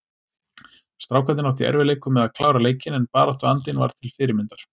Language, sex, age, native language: Icelandic, male, 30-39, Icelandic